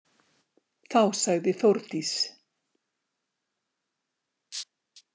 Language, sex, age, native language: Icelandic, female, 60-69, Icelandic